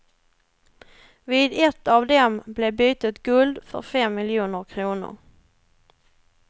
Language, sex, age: Swedish, female, 21